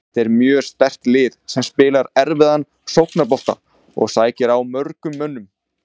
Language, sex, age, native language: Icelandic, male, 20-29, Icelandic